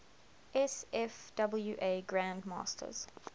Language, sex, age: English, female, 21